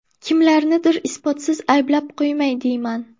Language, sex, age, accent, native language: Uzbek, female, under 19, Buxoro, Uzbek